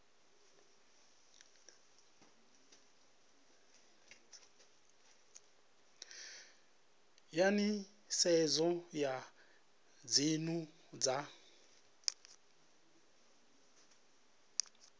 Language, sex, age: Venda, male, 37